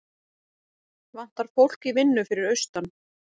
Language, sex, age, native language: Icelandic, female, 40-49, Icelandic